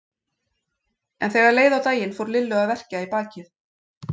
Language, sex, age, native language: Icelandic, female, 40-49, Icelandic